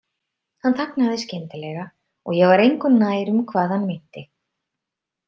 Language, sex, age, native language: Icelandic, female, 30-39, Icelandic